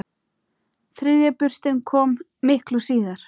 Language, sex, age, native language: Icelandic, male, 8, Icelandic